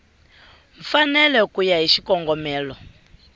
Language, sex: Tsonga, female